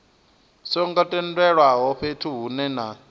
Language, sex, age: Venda, male, 23